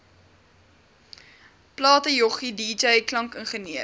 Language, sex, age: Afrikaans, female, 21